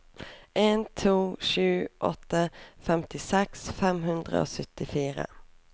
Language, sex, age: Norwegian, female, 24